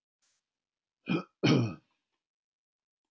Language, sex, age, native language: Icelandic, male, 70-79, Icelandic